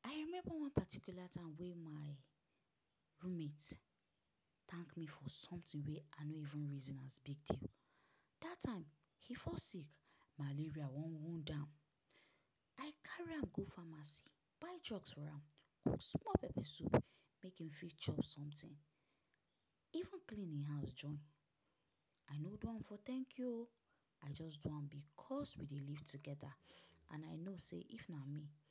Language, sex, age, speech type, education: Nigerian Pidgin, female, 15-29, spontaneous, tertiary